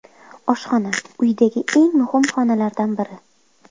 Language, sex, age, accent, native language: Uzbek, female, 25-34, Qoraqalpog'iston, Uzbek